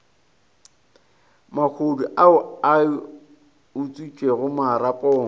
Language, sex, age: Northern Sotho, male, 22